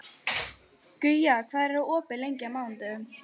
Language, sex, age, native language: Icelandic, female, 12, Icelandic